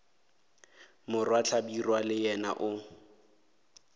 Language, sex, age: Northern Sotho, male, 18